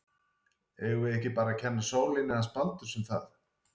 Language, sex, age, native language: Icelandic, male, 40-49, Icelandic